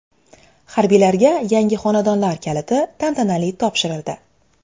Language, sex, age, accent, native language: Uzbek, female, 25-34, Xorazm, Uzbek